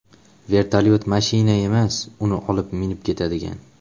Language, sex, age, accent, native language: Uzbek, male, 18-24, Xorazm, Uzbek